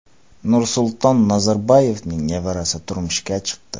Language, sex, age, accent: Uzbek, male, 25-34, Qoraqalpog'iston